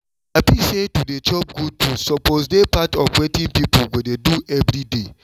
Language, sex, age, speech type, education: Nigerian Pidgin, male, 30-45, spontaneous, tertiary